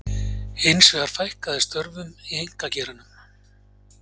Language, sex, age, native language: Icelandic, male, 40-49, Icelandic